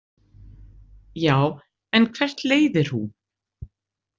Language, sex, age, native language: Icelandic, female, 60-69, Icelandic